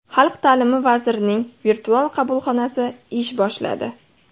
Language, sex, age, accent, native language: Uzbek, female, 18-24, Farg'ona, Uzbek